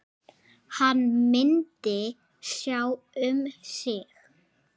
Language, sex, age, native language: Icelandic, male, 8, Icelandic